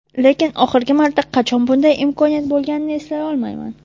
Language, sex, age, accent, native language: Uzbek, female, 18-24, Toshkent shahri, Uzbek